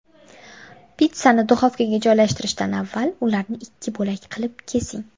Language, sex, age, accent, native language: Uzbek, female, 18-24, Farg'ona, Uzbek